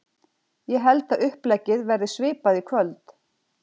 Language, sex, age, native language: Icelandic, female, 40-49, Icelandic